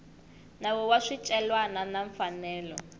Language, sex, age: Tsonga, female, 21